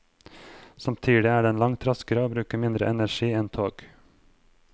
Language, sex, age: Norwegian, male, 23